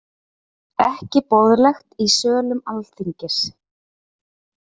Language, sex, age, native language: Icelandic, female, 30-39, Icelandic